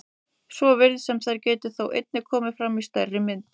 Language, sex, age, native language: Icelandic, female, 30-39, Icelandic